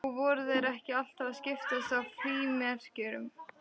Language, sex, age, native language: Icelandic, female, 13, Icelandic